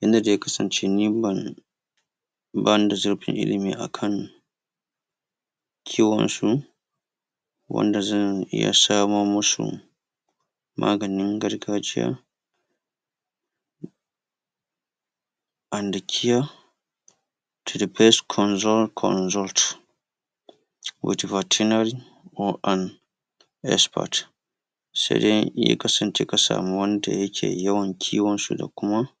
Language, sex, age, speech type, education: Hausa, male, 30-45, spontaneous, tertiary